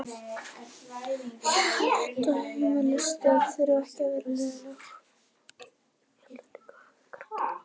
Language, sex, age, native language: Icelandic, female, 11, Icelandic